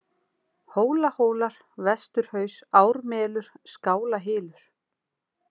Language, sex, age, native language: Icelandic, female, 40-49, Icelandic